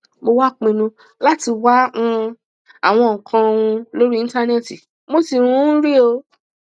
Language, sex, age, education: Yoruba, female, 30-45, tertiary